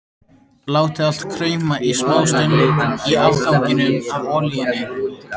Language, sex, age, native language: Icelandic, male, 13, Icelandic